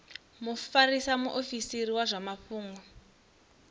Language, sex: Venda, female